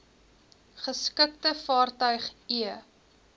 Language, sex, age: Afrikaans, female, 19